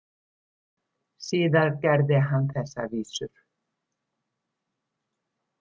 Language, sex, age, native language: Icelandic, female, 70-79, Icelandic